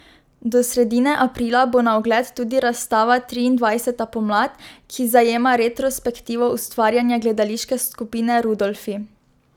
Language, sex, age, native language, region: Slovenian, female, 12-17, Slovenian, Drava region